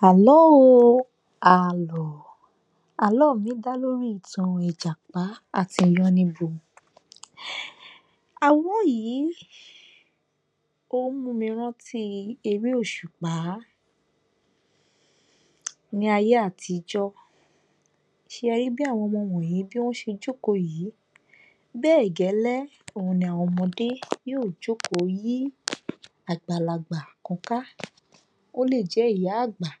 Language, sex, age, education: Yoruba, female, 30-45, tertiary